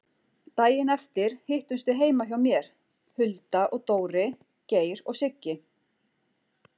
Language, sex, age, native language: Icelandic, female, 40-49, Icelandic